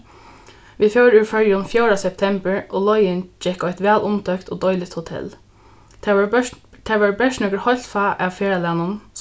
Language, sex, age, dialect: Faroese, female, 15-35, Norðuroyggjar